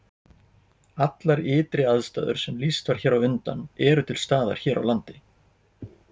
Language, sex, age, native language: Icelandic, male, 40-49, Icelandic